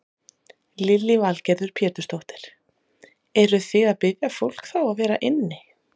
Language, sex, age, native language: Icelandic, female, 30-39, Icelandic